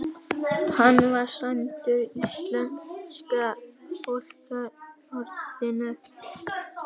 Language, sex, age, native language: Icelandic, female, 18-19, Icelandic